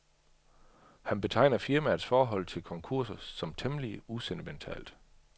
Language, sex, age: Danish, male, 38